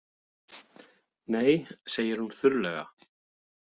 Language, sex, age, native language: Icelandic, male, 40-49, Icelandic